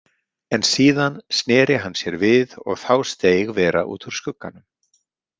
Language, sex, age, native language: Icelandic, male, 50-59, Icelandic